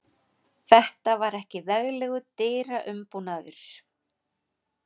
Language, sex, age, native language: Icelandic, female, 40-49, Icelandic